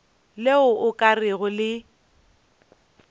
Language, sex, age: Northern Sotho, female, 29